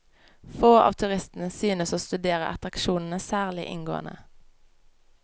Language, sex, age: Norwegian, female, 25